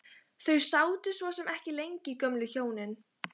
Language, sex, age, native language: Icelandic, female, 15, Icelandic